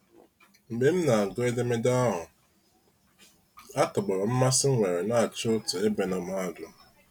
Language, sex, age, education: Igbo, male, 15-29, tertiary